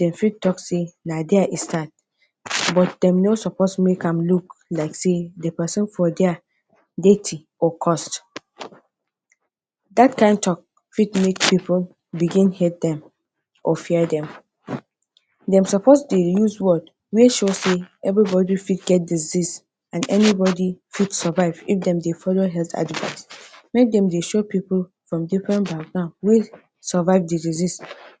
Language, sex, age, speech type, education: Nigerian Pidgin, female, 30-45, spontaneous, tertiary